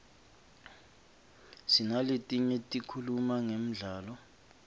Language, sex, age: Swati, male, 25